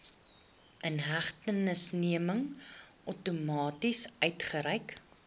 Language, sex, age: Afrikaans, female, 21